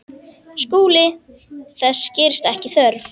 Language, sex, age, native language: Icelandic, male, 10, Icelandic